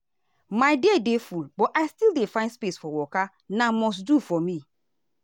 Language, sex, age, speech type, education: Nigerian Pidgin, female, 30-45, spontaneous, tertiary